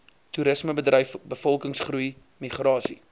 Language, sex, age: Afrikaans, male, 23